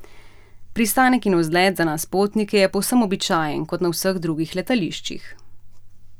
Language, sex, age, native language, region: Slovenian, female, 30-49, Slovenian, Central Slovenia